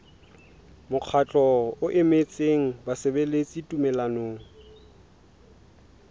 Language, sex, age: Southern Sotho, male, 20